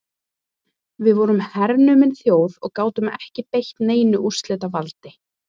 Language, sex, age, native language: Icelandic, female, 30-39, Icelandic